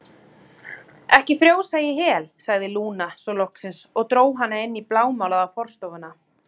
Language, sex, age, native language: Icelandic, female, 30-39, Icelandic